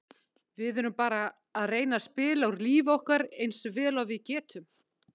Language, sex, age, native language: Icelandic, female, 50-59, Icelandic